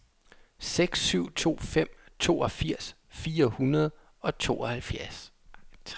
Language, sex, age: Danish, male, 27